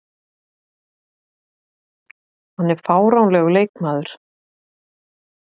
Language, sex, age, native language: Icelandic, female, 50-59, Icelandic